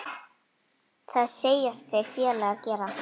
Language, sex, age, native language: Icelandic, female, 9, Icelandic